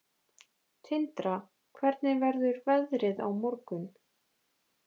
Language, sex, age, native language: Icelandic, female, 20-29, Icelandic